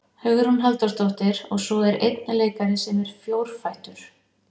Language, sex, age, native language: Icelandic, female, 50-59, Icelandic